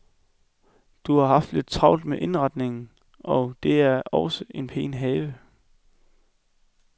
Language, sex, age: Danish, male, 21